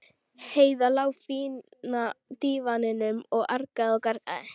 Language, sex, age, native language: Icelandic, female, 12, Icelandic